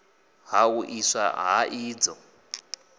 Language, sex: Venda, male